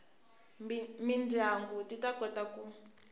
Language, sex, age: Tsonga, female, 24